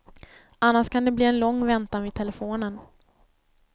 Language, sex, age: Swedish, female, 24